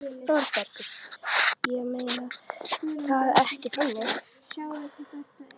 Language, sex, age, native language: Icelandic, female, 11, Icelandic